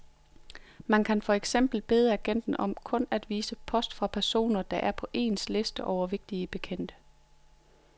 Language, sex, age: Danish, female, 42